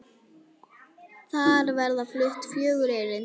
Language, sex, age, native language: Icelandic, female, 9, Icelandic